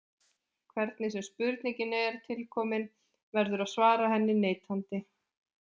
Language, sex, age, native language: Icelandic, female, 20-29, Icelandic